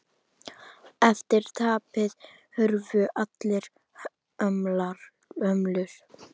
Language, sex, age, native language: Icelandic, female, 10, Icelandic